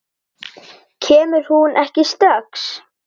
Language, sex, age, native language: Icelandic, female, 8, Icelandic